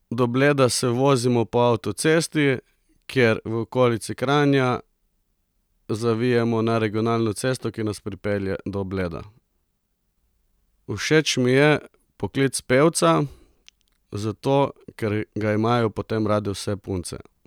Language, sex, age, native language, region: Slovenian, male, 30-49, Slovenian, Coastal Karst region